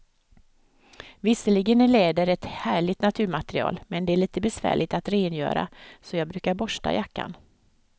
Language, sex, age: Swedish, female, 55